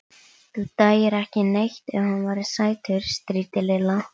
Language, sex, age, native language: Icelandic, female, 11, Icelandic